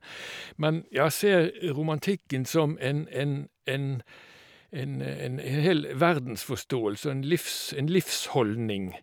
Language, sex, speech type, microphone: Norwegian, male, spontaneous, Shure